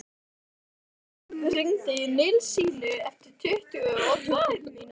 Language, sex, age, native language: Icelandic, female, 12, Icelandic